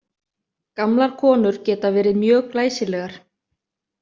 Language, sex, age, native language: Icelandic, other, 30-39, Icelandic